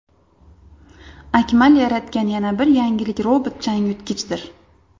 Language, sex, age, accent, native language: Uzbek, female, 25-34, Andijon, Uzbek